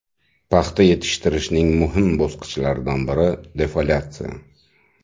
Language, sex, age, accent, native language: Uzbek, male, 35+, Buxoro, Uzbek